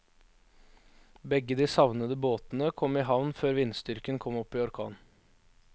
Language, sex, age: Norwegian, male, 21